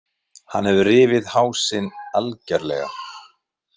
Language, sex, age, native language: Icelandic, male, 50-59, Icelandic